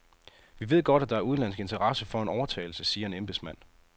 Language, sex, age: Danish, male, 30